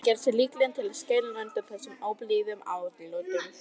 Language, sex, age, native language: Icelandic, female, 30-39, Icelandic